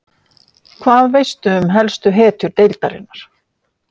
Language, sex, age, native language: Icelandic, female, 50-59, Icelandic